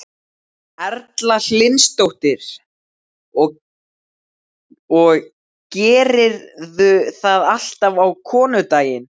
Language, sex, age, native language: Icelandic, male, 12, Icelandic